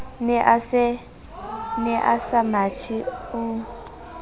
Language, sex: Southern Sotho, female